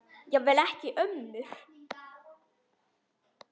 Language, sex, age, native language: Icelandic, female, 10, Icelandic